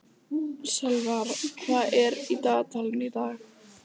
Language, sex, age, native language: Icelandic, female, 14, Icelandic